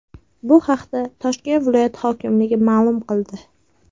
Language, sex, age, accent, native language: Uzbek, female, 18-24, Sirdaryo, Uzbek